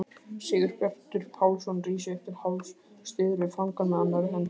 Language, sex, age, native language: Icelandic, male, 20-29, Icelandic